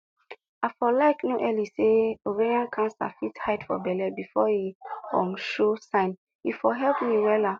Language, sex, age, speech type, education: Nigerian Pidgin, female, 15-29, spontaneous, tertiary